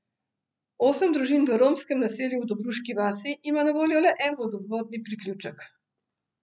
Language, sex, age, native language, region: Slovenian, female, 50-59, Slovenian, Central Slovenia